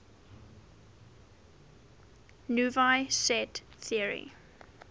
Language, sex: English, female